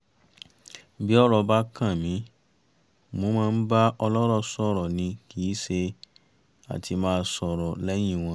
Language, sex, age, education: Yoruba, male, 30-45, tertiary